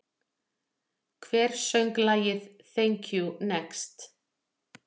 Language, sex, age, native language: Icelandic, female, 40-49, Icelandic